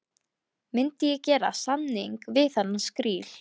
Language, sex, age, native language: Icelandic, female, 13, Icelandic